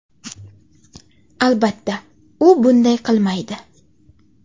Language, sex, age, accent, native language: Uzbek, female, 25-34, Qashqadaryo, Uzbek